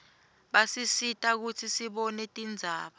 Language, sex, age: Swati, female, 21